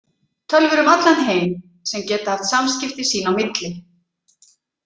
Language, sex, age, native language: Icelandic, female, 40-49, Icelandic